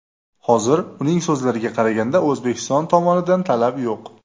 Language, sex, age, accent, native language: Uzbek, male, 25-34, Jizzax, Uzbek